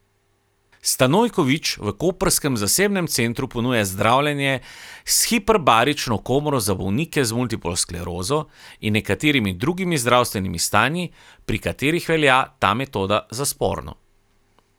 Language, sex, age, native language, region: Slovenian, male, 30-49, Slovenian, Carinthia region